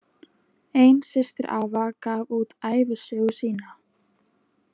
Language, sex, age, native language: Icelandic, female, 20-29, Icelandic